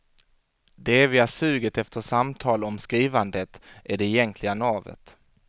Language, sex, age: Swedish, male, 25